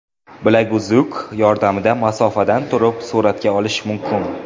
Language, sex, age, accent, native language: Uzbek, male, 18-24, Jizzax, Uzbek